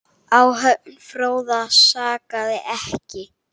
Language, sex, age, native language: Icelandic, male, 8, Icelandic